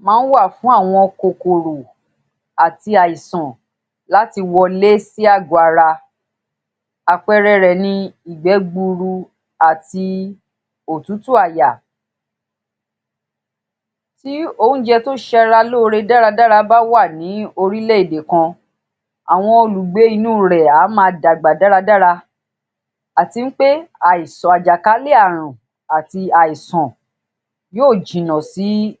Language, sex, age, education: Yoruba, female, 30-45, tertiary